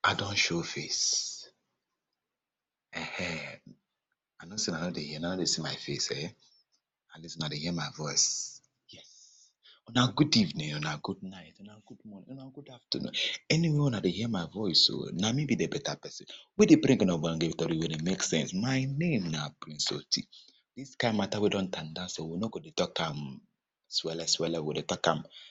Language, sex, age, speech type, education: Nigerian Pidgin, male, 30-45, spontaneous, tertiary